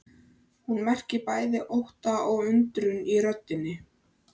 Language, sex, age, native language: Icelandic, male, 13, Icelandic